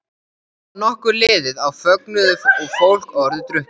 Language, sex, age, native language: Icelandic, male, 14, Icelandic